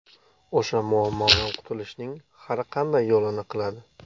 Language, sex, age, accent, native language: Uzbek, male, 18-24, Xorazm, Uzbek